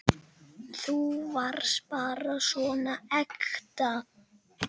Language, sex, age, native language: Icelandic, male, 10, Icelandic